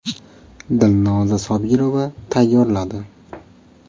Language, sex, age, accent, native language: Uzbek, male, 18-24, Farg'ona, Uzbek